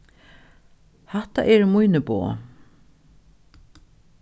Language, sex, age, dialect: Faroese, female, 36-60, Norðuroyggjar